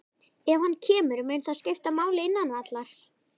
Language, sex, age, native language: Icelandic, male, 11, Icelandic